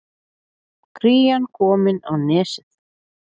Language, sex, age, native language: Icelandic, female, 40-49, Icelandic